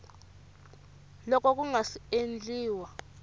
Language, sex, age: Tsonga, female, 24